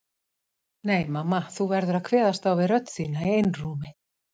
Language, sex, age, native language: Icelandic, female, 50-59, Icelandic